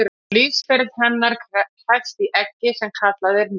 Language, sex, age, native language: Icelandic, female, 60-69, Icelandic